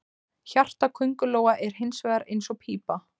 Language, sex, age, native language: Icelandic, female, 20-29, Icelandic